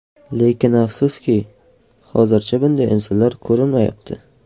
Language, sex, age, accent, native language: Uzbek, male, 12-17, Qashqadaryo, Uzbek